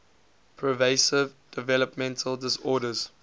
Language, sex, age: English, male, 20